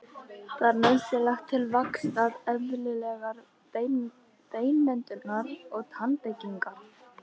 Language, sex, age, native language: Icelandic, other, 13, Icelandic